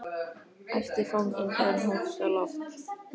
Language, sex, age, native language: Icelandic, female, 13, Icelandic